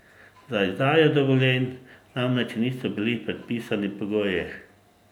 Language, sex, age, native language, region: Slovenian, male, 50-59, Slovenian, Drava region